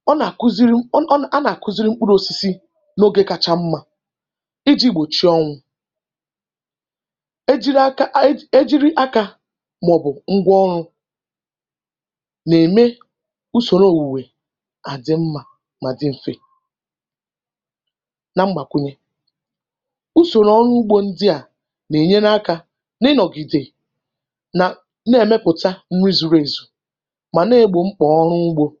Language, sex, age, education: Igbo, female, 15-29, tertiary